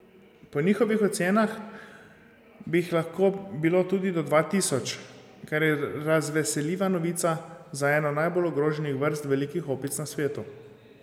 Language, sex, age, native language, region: Slovenian, male, 30-49, Slovenian, Zasavska region